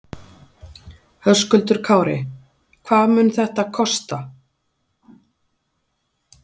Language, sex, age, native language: Icelandic, female, 40-49, Icelandic